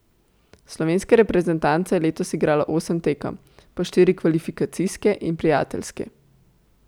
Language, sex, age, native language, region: Slovenian, female, 18-29, Slovenian, Central Slovenia